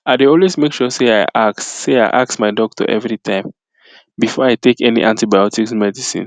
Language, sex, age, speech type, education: Nigerian Pidgin, male, 15-29, spontaneous, secondary